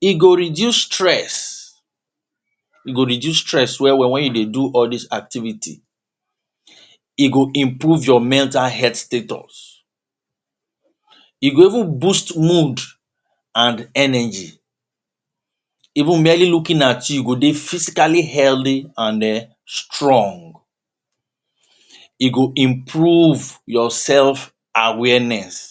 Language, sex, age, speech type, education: Nigerian Pidgin, male, 30-45, spontaneous, tertiary